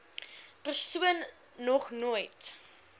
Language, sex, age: Afrikaans, female, 21